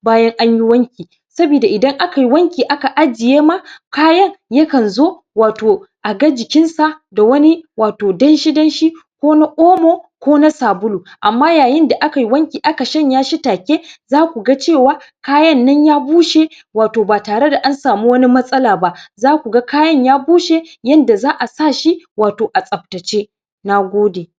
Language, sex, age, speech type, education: Hausa, male, 15-29, spontaneous, secondary